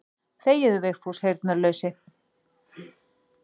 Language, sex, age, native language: Icelandic, female, 40-49, Icelandic